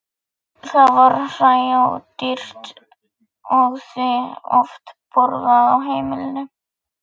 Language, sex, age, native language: Icelandic, male, 11, Icelandic